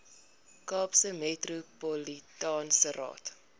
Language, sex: Afrikaans, female